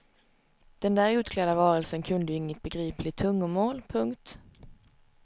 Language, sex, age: Swedish, female, 19